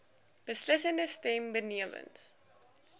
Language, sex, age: Afrikaans, female, 19